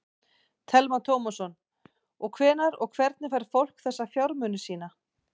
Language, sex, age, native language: Icelandic, female, 40-49, Icelandic